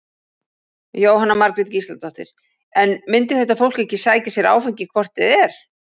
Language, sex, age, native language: Icelandic, female, 40-49, Icelandic